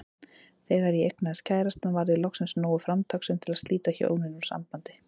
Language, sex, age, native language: Icelandic, female, 30-39, Icelandic